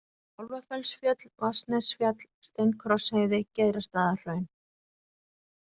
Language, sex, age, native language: Icelandic, female, 40-49, Icelandic